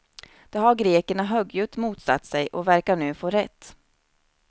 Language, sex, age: Swedish, female, 29